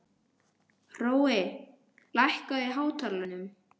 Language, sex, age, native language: Icelandic, male, 12, Icelandic